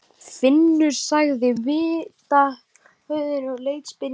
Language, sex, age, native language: Icelandic, other, 12, Icelandic